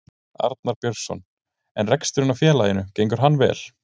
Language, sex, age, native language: Icelandic, male, 20-29, Icelandic